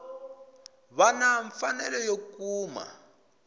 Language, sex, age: Tsonga, male, 20